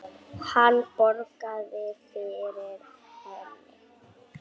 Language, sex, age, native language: Icelandic, female, 8, Icelandic